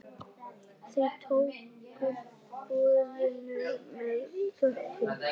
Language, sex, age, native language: Icelandic, female, 10, Icelandic